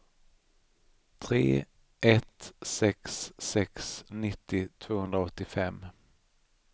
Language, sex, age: Swedish, male, 39